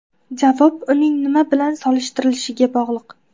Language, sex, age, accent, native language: Uzbek, female, 18-24, Qashqadaryo, Uzbek